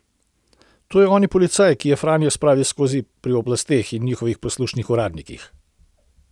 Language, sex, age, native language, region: Slovenian, male, 60+, Slovenian, Central Slovenia